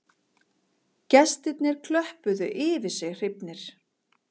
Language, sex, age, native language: Icelandic, female, 40-49, Icelandic